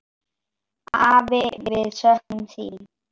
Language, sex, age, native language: Icelandic, male, 10, Icelandic